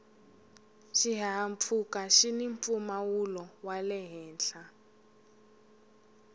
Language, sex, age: Tsonga, female, 21